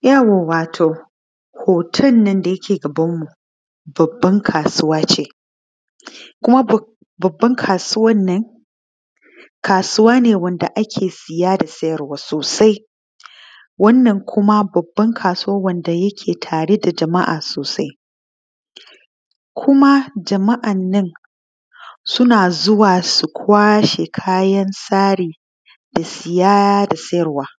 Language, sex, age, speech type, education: Hausa, female, 15-29, spontaneous, tertiary